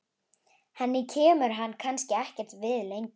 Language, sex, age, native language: Icelandic, female, 11, Icelandic